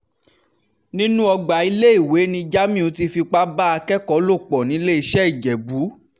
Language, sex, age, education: Yoruba, male, 15-29, tertiary